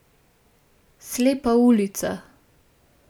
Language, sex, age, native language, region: Slovenian, female, 18-29, Slovenian, Gorenjska region